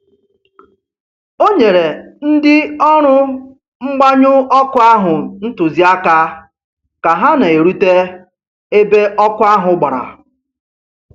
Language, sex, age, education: Igbo, male, 30-45, tertiary